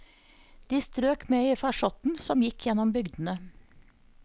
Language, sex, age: Norwegian, female, 54